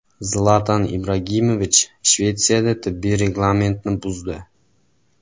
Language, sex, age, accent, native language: Uzbek, male, 18-24, Andijon, Uzbek